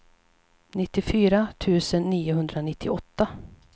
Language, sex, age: Swedish, female, 37